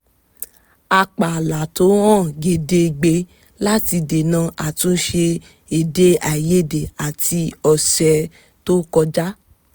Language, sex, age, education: Yoruba, female, 15-29, tertiary